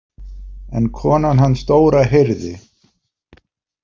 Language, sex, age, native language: Icelandic, male, 50-59, Polish